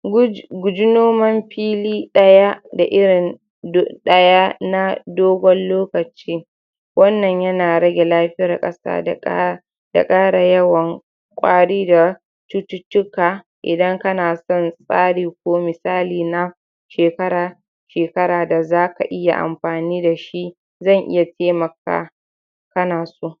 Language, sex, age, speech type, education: Hausa, female, 46-60, spontaneous, tertiary